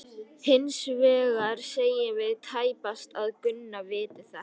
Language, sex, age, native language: Icelandic, female, 50-59, Icelandic